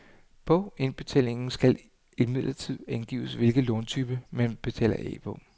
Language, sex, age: Danish, male, 39